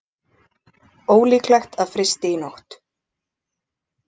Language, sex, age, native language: Icelandic, other, 20-29, Icelandic